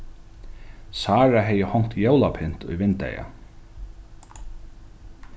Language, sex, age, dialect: Faroese, male, 36-60, Norðuroyggjar